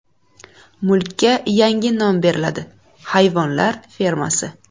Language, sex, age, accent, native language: Uzbek, female, 18-24, Buxoro, Uzbek